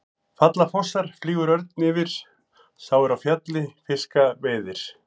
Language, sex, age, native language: Icelandic, male, 40-49, Icelandic